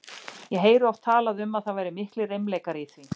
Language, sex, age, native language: Icelandic, female, 40-49, Icelandic